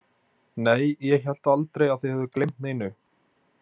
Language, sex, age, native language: Icelandic, male, 20-29, Icelandic